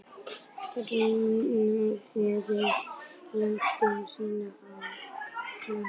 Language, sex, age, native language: Icelandic, male, 18-19, Icelandic